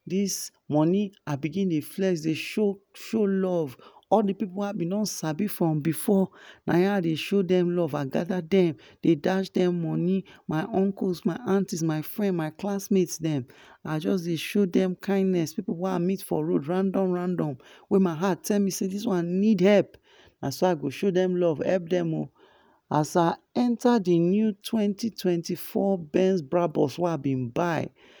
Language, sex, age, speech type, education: Nigerian Pidgin, male, 15-29, spontaneous, tertiary